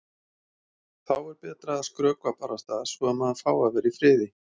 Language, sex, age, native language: Icelandic, male, 40-49, Icelandic